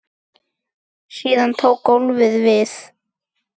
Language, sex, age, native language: Icelandic, male, 10, Icelandic